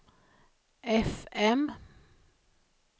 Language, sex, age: Swedish, female, 56